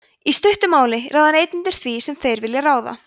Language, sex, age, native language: Icelandic, female, 20-29, Icelandic